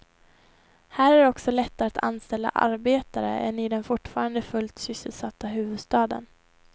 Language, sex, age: Swedish, female, 21